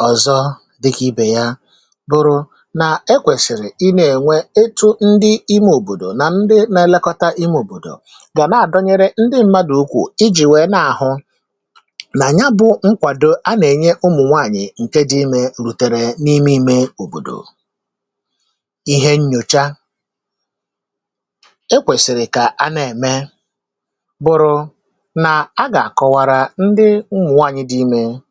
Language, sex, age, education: Igbo, male, 30-45, tertiary